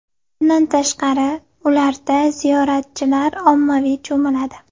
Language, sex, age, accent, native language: Uzbek, female, 18-24, Navoiy, Uzbek